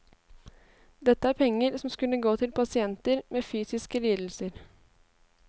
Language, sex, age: Norwegian, female, 18